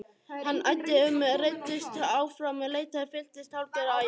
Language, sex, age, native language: Icelandic, male, 11, Icelandic